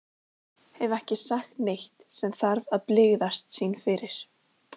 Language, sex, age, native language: Icelandic, female, 18-19, Icelandic